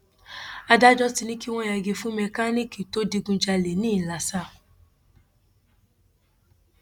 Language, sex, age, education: Yoruba, female, 15-29, tertiary